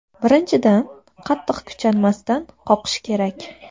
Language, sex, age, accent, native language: Uzbek, female, 19-29, Andijon, Uzbek